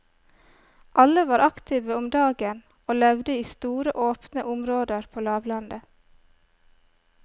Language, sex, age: Norwegian, female, 25